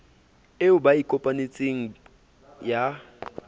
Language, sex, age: Southern Sotho, male, 27